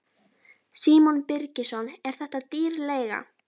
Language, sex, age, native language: Icelandic, female, 12, Icelandic